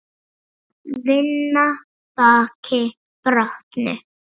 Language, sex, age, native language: Icelandic, female, 7, Icelandic